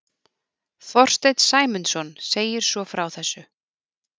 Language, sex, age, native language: Icelandic, female, 40-49, Icelandic